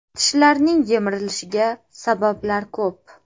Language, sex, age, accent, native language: Uzbek, female, 25-34, Toshkent shahri, Uzbek